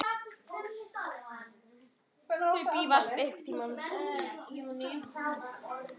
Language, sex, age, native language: Icelandic, female, 9, Icelandic